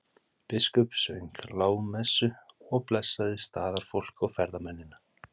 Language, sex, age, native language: Icelandic, male, 30-39, Icelandic